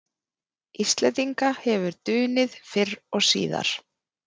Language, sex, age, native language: Icelandic, female, 30-39, Icelandic